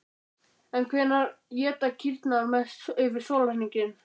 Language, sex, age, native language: Icelandic, male, 12, Icelandic